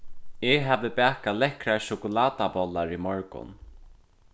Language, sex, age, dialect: Faroese, male, 15-35, Suðurstreymoy